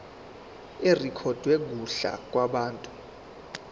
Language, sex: Zulu, male